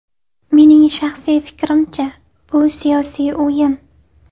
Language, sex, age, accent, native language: Uzbek, female, 18-24, Navoiy, Uzbek